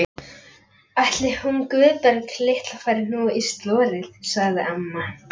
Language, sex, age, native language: Icelandic, male, 11, Icelandic